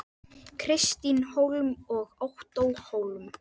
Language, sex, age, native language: Icelandic, female, 10, Icelandic